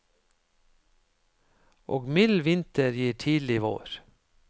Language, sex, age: Norwegian, male, 53